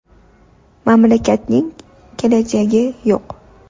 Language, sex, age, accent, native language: Uzbek, female, 19-29, Toshkent shahri, Uzbek